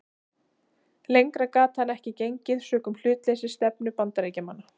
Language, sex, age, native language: Icelandic, female, 30-39, Icelandic